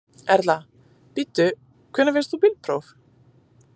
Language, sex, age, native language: Icelandic, female, 30-39, Icelandic